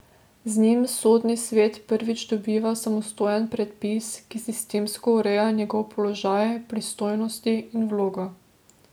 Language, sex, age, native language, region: Slovenian, female, 18-29, Slovenian, Drava region